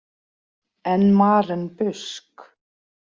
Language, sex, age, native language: Icelandic, female, 40-49, Icelandic